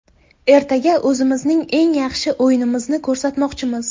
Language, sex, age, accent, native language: Uzbek, female, 18-24, Buxoro, Uzbek